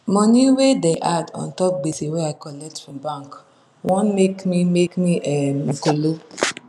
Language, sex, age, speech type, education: Nigerian Pidgin, female, 30-45, spontaneous, secondary